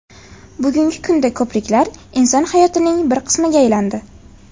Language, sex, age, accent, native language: Uzbek, female, 18-24, Farg'ona, Uzbek